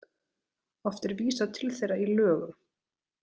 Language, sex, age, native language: Icelandic, female, 30-39, Icelandic